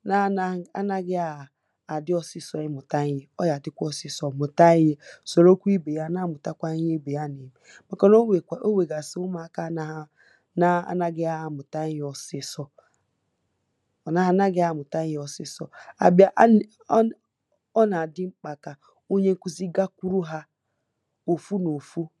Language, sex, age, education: Igbo, female, 15-29, tertiary